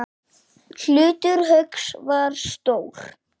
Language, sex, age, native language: Icelandic, male, 7, Icelandic